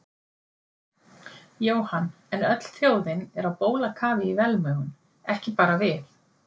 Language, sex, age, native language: Icelandic, female, 50-59, Icelandic